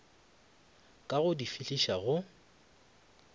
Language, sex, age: Northern Sotho, male, 25